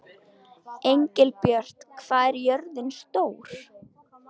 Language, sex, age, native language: Icelandic, female, 13, Icelandic